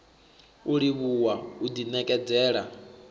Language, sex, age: Venda, male, 21